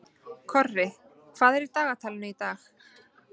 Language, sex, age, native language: Icelandic, female, 30-39, Icelandic